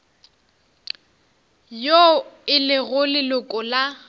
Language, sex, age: Northern Sotho, female, 18